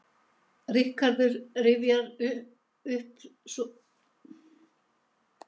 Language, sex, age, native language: Icelandic, female, 70-79, Icelandic